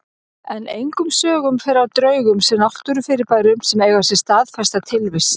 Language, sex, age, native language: Icelandic, male, 40-49, Icelandic